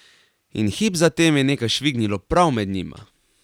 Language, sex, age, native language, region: Slovenian, male, 18-29, Slovenian, Carinthia region